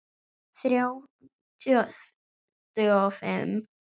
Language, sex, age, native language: Icelandic, male, 9, Icelandic